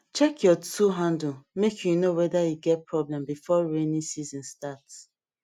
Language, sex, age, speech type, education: Nigerian Pidgin, female, 30-45, spontaneous, tertiary